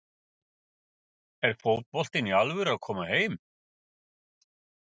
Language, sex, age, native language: Icelandic, male, 50-59, Icelandic